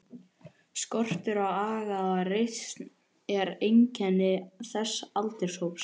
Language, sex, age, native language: Icelandic, male, 13, Icelandic